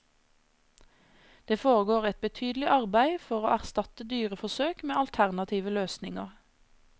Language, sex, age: Norwegian, female, 26